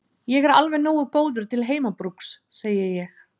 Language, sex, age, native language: Icelandic, female, 30-39, Icelandic